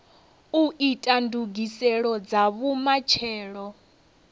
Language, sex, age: Venda, female, 30